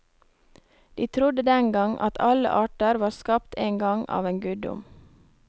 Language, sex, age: Norwegian, female, 23